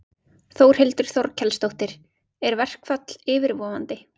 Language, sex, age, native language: Icelandic, female, 20-29, Icelandic